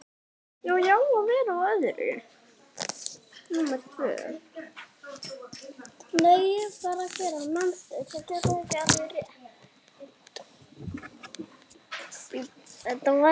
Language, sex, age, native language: Icelandic, male, 6, Icelandic